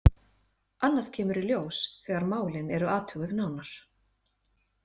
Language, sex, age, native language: Icelandic, female, 30-39, Icelandic